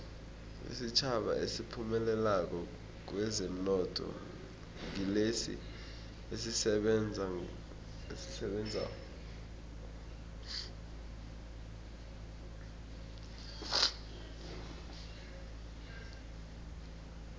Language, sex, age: South Ndebele, male, 20